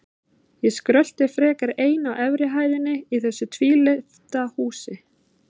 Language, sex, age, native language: Icelandic, female, 30-39, Icelandic